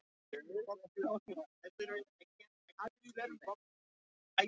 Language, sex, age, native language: Icelandic, male, 20-29, English